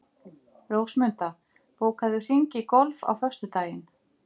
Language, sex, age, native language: Icelandic, female, 50-59, Icelandic